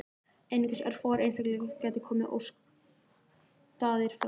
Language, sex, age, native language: Icelandic, male, 11, Icelandic